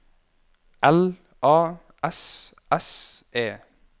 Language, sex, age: Norwegian, male, 21